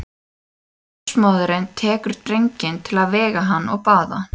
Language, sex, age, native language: Icelandic, female, 18-19, Icelandic